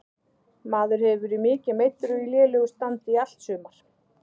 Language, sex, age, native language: Icelandic, female, 30-39, Icelandic